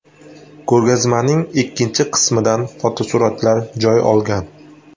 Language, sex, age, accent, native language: Uzbek, male, 18-24, Sirdaryo, Uzbek